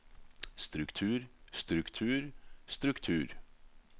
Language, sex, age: Norwegian, male, 38